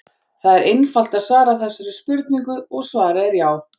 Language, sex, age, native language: Icelandic, female, 40-49, Icelandic